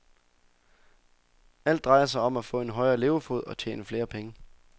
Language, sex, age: Danish, male, 24